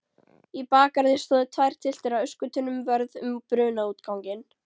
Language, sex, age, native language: Icelandic, female, 13, Icelandic